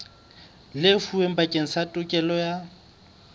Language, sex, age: Southern Sotho, male, 22